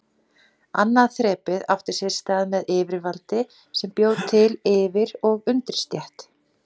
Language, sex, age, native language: Icelandic, female, 40-49, Icelandic